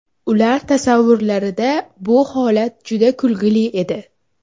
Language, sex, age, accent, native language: Uzbek, female, 18-24, Toshkent shahri, Uzbek